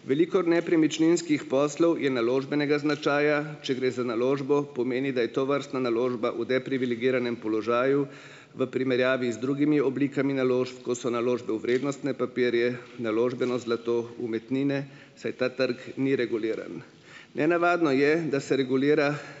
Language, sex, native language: Slovenian, male, Slovenian